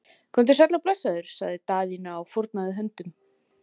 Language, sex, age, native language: Icelandic, female, 40-49, Icelandic